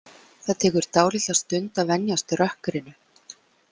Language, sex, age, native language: Icelandic, female, 40-49, Icelandic